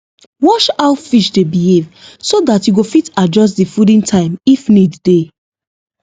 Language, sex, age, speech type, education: Nigerian Pidgin, female, 15-29, spontaneous, tertiary